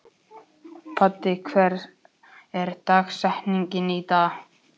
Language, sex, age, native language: Icelandic, male, 11, Icelandic